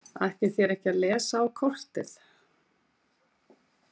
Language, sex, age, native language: Icelandic, female, 50-59, Icelandic